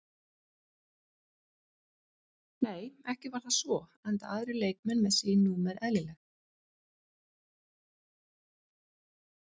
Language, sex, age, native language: Icelandic, female, 50-59, Icelandic